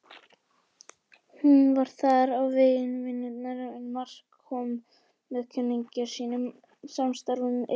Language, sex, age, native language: Icelandic, female, 18-19, Icelandic